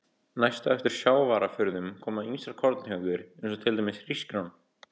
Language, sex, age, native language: Icelandic, male, 18-19, Icelandic